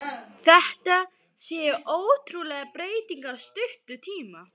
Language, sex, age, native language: Icelandic, female, 12, Icelandic